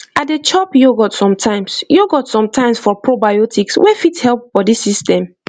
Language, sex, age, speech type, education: Nigerian Pidgin, female, 15-29, spontaneous, tertiary